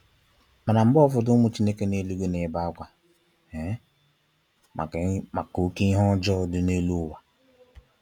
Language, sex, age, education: Igbo, male, 15-29, tertiary